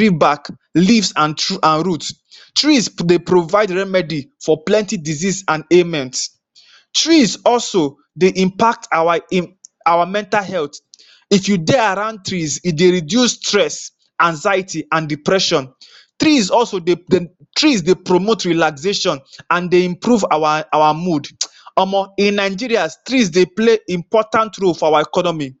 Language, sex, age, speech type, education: Nigerian Pidgin, male, 15-29, spontaneous, tertiary